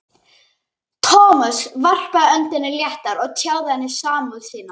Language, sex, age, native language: Icelandic, male, 11, Icelandic